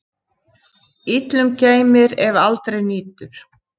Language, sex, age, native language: Icelandic, female, 50-59, Icelandic